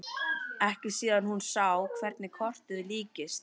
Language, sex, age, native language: Icelandic, female, 12, Icelandic